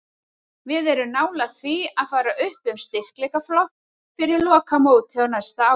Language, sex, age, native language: Icelandic, female, 30-39, Icelandic